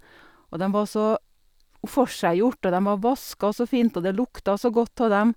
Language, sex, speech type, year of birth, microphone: Norwegian, female, spontaneous, 1962, Sennheiser